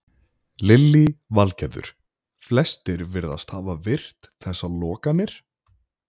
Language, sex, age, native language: Icelandic, male, 20-29, Icelandic